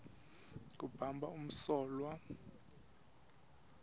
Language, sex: Swati, male